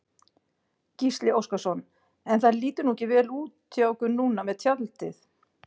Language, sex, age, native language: Icelandic, female, 50-59, Icelandic